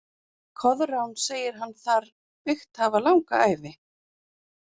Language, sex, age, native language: Icelandic, female, 40-49, Icelandic